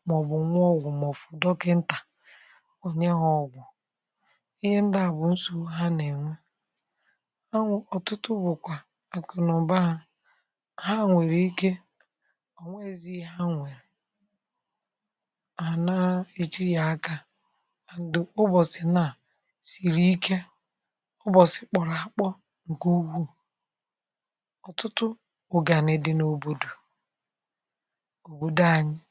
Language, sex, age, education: Igbo, female, 30-45, tertiary